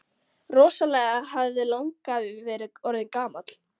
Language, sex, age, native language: Icelandic, female, 13, Icelandic